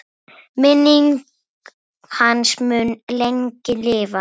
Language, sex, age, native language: Icelandic, female, 9, Icelandic